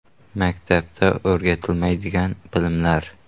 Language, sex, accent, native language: Uzbek, male, Qoraqalpog'iston, Uzbek